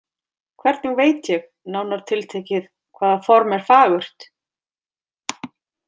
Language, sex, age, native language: Icelandic, female, 40-49, Icelandic